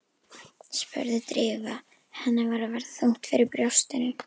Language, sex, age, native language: Icelandic, female, 11, Icelandic